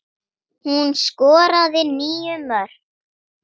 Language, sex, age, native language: Icelandic, female, 9, Icelandic